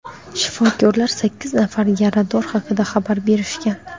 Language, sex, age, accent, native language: Uzbek, female, under 19, Xorazm, Uzbek